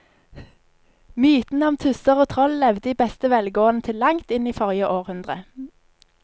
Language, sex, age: Norwegian, female, 25